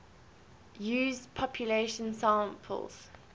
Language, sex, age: English, female, 20